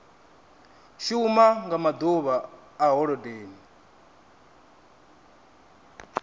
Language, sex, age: Venda, male, 27